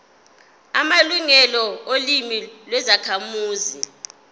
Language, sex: Zulu, female